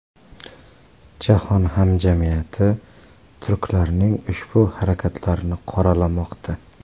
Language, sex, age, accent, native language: Uzbek, male, 18-24, Qashqadaryo, Uzbek